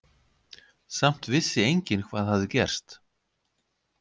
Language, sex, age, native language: Icelandic, male, 50-59, Icelandic